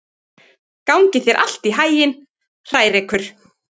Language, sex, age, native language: Icelandic, female, 30-39, Icelandic